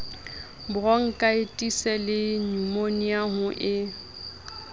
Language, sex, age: Southern Sotho, female, 30